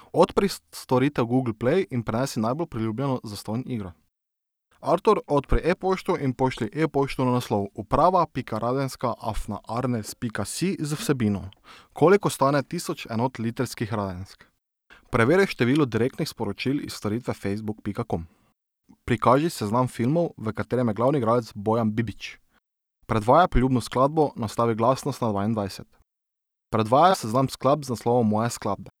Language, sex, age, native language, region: Slovenian, male, 18-29, Slovenian, Drava region